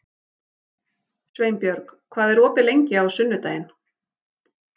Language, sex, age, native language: Icelandic, female, 40-49, Icelandic